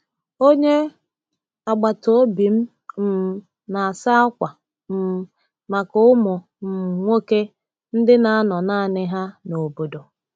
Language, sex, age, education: Igbo, female, 30-45, tertiary